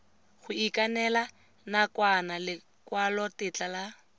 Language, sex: Tswana, female